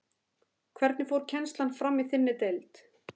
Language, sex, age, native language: Icelandic, female, 13, Icelandic